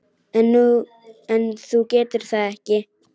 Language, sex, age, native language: Icelandic, female, 10, Icelandic